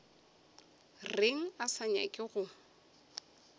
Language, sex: Northern Sotho, female